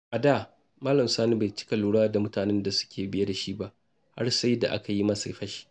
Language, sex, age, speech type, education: Hausa, male, 30-45, spontaneous, tertiary